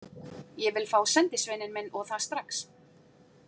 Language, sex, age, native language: Icelandic, female, 40-49, Icelandic